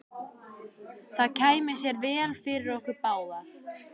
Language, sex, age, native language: Icelandic, female, 14, Icelandic